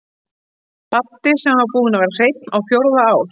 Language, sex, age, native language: Icelandic, female, 11, Icelandic